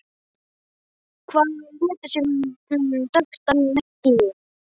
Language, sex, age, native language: Icelandic, male, 12, Icelandic